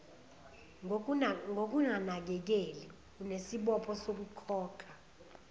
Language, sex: Zulu, female